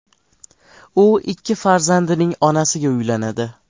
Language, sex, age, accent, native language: Uzbek, male, 12-17, Farg'ona, Uzbek